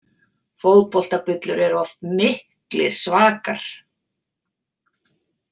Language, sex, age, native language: Icelandic, female, 40-49, Icelandic